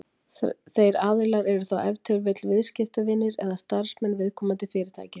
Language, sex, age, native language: Icelandic, female, 40-49, Icelandic